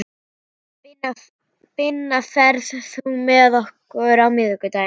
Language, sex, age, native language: Icelandic, female, 11, Icelandic